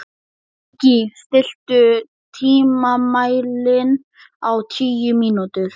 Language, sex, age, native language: Icelandic, male, 11, Icelandic